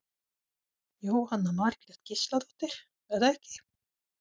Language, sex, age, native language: Icelandic, female, 40-49, Swedish